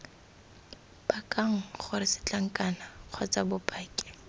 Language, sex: Tswana, female